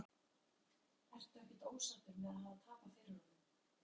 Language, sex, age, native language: Icelandic, female, 50-59, Icelandic